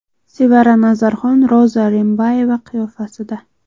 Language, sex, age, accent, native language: Uzbek, female, 18-24, Samarqand, Uzbek